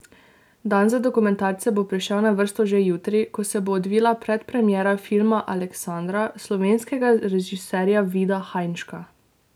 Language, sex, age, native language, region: Slovenian, female, 18-29, Slovenian, Drava region